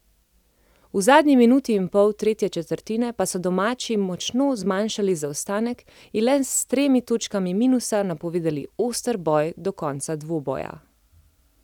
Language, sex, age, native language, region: Slovenian, female, 30-49, Slovenian, Central Slovenia